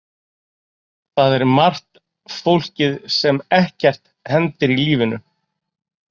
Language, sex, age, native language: Icelandic, male, 40-49, Icelandic